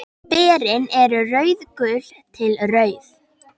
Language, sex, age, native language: Icelandic, female, 10, Icelandic